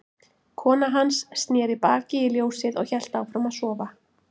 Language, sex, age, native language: Icelandic, female, 40-49, Icelandic